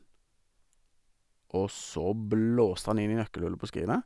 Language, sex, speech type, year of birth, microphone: Norwegian, male, spontaneous, 1973, Sennheiser